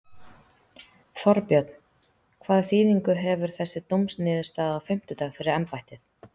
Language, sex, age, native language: Icelandic, female, 30-39, Icelandic